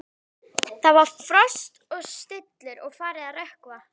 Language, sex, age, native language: Icelandic, female, 11, Icelandic